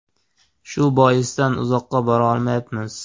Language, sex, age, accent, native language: Uzbek, male, 18-24, Andijon, Uzbek